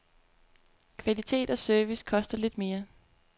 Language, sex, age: Danish, female, 25